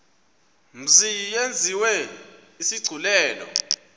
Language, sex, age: Xhosa, male, 24